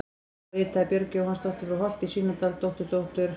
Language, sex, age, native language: Icelandic, female, 14, Icelandic